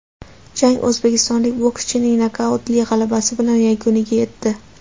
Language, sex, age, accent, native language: Uzbek, female, 18-24, Andijon, Uzbek